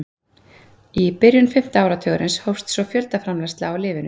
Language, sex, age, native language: Icelandic, female, 30-39, Icelandic